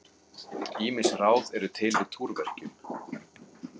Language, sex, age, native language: Icelandic, male, 40-49, Icelandic